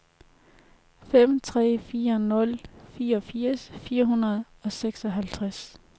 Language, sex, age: Danish, female, 33